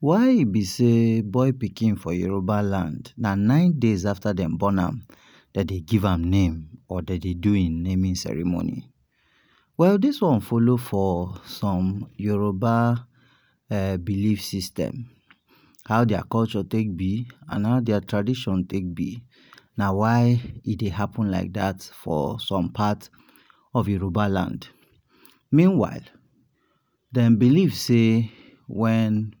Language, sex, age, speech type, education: Nigerian Pidgin, male, 30-45, spontaneous, tertiary